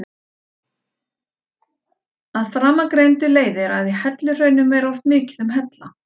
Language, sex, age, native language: Icelandic, female, 40-49, Icelandic